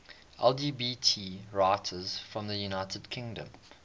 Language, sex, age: English, male, 21